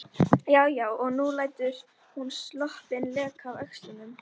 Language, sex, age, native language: Icelandic, female, 11, Icelandic